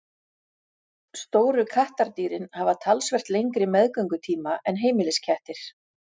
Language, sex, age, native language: Icelandic, female, 40-49, Icelandic